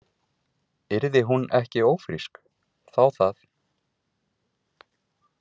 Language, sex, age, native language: Icelandic, male, 30-39, Icelandic